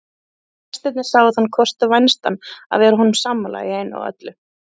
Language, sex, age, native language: Icelandic, female, 30-39, Icelandic